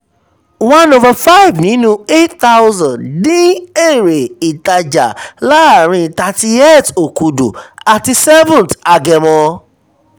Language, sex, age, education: Yoruba, male, 30-45, tertiary